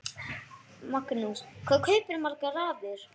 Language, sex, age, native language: Icelandic, male, 9, Icelandic